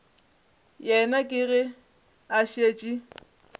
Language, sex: Northern Sotho, female